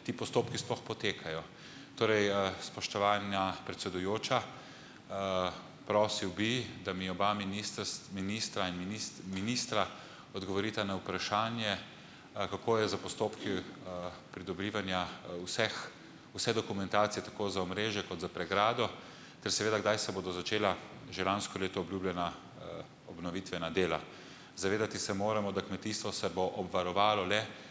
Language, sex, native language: Slovenian, male, Slovenian